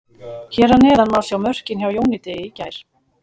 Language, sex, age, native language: Icelandic, female, 40-49, Icelandic